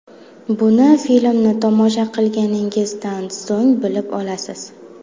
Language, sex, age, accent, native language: Uzbek, female, 19-29, Buxoro, Uzbek